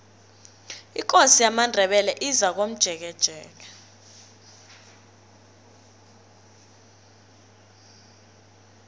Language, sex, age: South Ndebele, female, 21